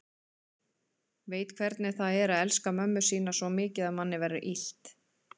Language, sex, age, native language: Icelandic, female, 30-39, Icelandic